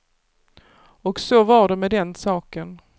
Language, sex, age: Swedish, female, 48